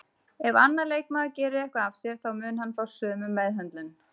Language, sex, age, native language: Icelandic, female, 30-39, Icelandic